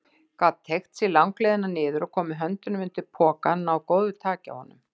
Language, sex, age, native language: Icelandic, female, 60-69, Icelandic